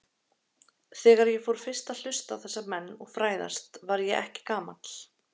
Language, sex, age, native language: Icelandic, female, 30-39, Icelandic